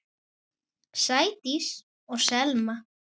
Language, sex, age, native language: Icelandic, male, 9, Icelandic